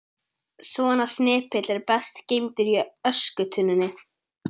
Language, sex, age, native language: Icelandic, male, 12, Icelandic